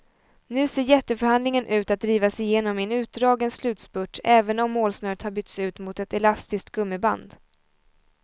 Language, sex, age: Swedish, female, 20